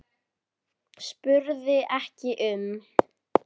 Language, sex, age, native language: Icelandic, female, 10, Icelandic